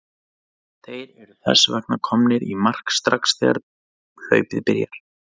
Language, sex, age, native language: Icelandic, male, 30-39, Icelandic